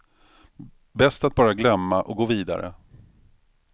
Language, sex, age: Swedish, male, 45